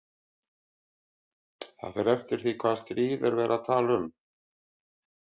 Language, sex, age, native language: Icelandic, male, 50-59, Icelandic